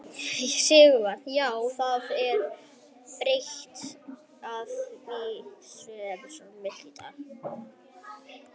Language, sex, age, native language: Icelandic, female, 30-39, Icelandic